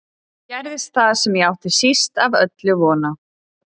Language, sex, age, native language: Icelandic, female, 30-39, Icelandic